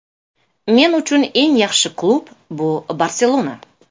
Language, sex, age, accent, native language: Uzbek, female, 35+, Toshkent shahri, Uzbek